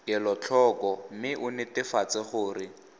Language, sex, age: Tswana, male, 18